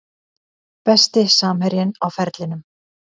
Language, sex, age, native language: Icelandic, female, 50-59, Icelandic